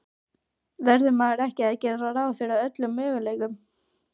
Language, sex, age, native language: Icelandic, female, 12, Icelandic